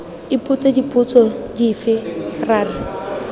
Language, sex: Tswana, female